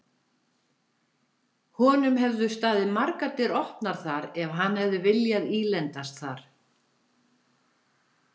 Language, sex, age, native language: Icelandic, female, 70-79, Icelandic